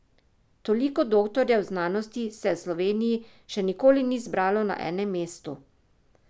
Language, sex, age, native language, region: Slovenian, female, 50-59, Slovenian, Drava region